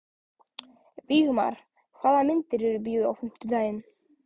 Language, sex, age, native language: Icelandic, male, 14, Icelandic